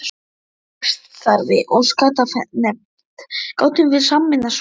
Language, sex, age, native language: Icelandic, male, 12, Icelandic